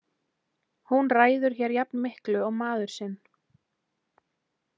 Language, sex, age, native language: Icelandic, female, 20-29, Icelandic